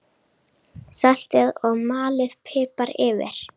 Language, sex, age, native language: Icelandic, female, 9, Icelandic